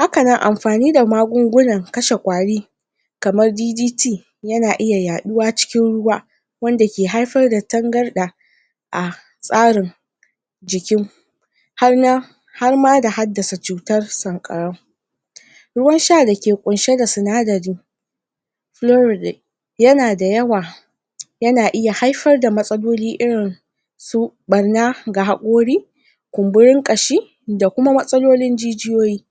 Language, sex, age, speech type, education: Hausa, female, 46-60, spontaneous, tertiary